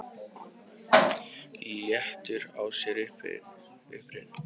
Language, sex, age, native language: Icelandic, male, 18-19, Icelandic